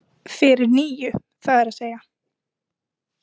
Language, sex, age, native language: Icelandic, female, 20-29, Icelandic